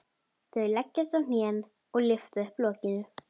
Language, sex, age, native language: Icelandic, female, 12, Icelandic